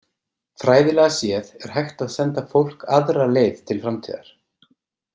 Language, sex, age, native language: Icelandic, male, 30-39, Icelandic